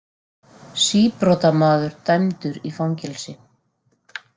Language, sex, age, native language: Icelandic, female, 40-49, Icelandic